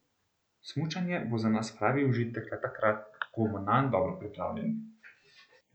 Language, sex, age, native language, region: Slovenian, male, 18-29, Slovenian, Central Slovenia